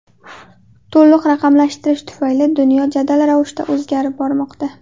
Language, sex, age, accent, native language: Uzbek, female, 18-24, Qashqadaryo, Uzbek